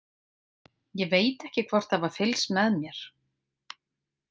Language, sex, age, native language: Icelandic, female, 50-59, Icelandic